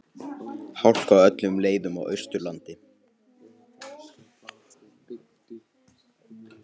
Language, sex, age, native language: Icelandic, male, 18-19, Icelandic